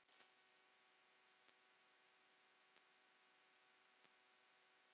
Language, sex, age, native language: Icelandic, female, 9, Icelandic